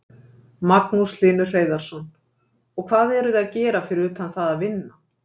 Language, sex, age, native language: Icelandic, female, 50-59, Icelandic